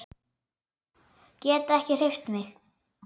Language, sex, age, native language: Icelandic, male, 9, Icelandic